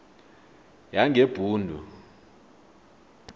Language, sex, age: South Ndebele, male, 23